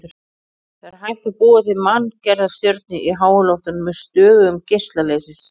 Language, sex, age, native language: Icelandic, female, 40-49, Icelandic